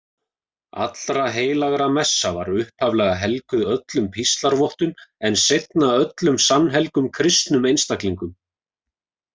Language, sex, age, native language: Icelandic, male, 20-29, Icelandic